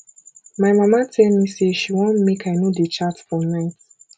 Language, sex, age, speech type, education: Nigerian Pidgin, female, 15-29, spontaneous, tertiary